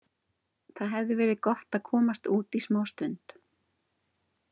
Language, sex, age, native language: Icelandic, female, 30-39, Icelandic